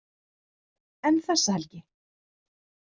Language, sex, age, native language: Icelandic, female, 30-39, Icelandic